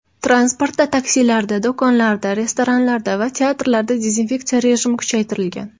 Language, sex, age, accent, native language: Uzbek, female, 19-29, Toshkent viloyati, Uzbek